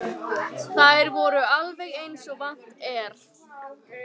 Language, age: Icelandic, 18-19